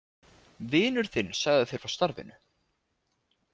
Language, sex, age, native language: Icelandic, male, 20-29, Icelandic